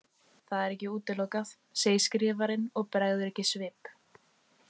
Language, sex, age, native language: Icelandic, female, 18-19, Icelandic